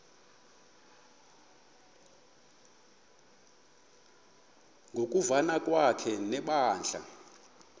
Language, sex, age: Xhosa, male, 24